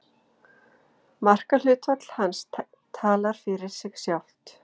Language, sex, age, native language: Icelandic, female, 40-49, Icelandic